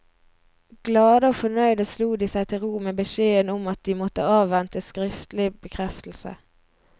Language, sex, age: Norwegian, female, 22